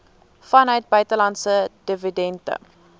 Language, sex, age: Afrikaans, female, 19